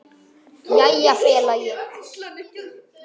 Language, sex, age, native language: Icelandic, male, 9, Icelandic